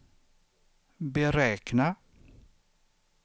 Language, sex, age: Swedish, male, 63